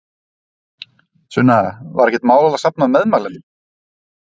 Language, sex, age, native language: Icelandic, male, 30-39, Icelandic